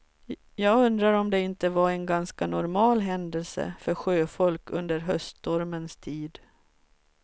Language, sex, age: Swedish, female, 44